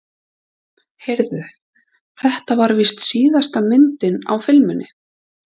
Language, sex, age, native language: Icelandic, female, 30-39, Icelandic